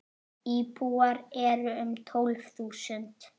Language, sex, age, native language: Icelandic, male, 8, Icelandic